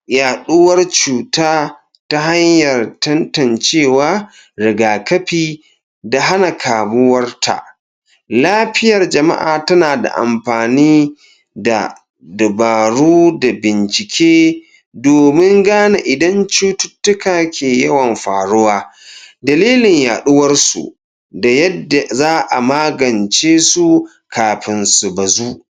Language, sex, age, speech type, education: Hausa, male, 46-60, spontaneous, tertiary